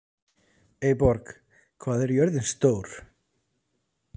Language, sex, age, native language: Icelandic, male, 30-39, Icelandic